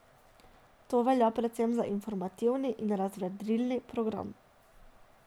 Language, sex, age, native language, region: Slovenian, female, 18-29, Slovenian, Drava region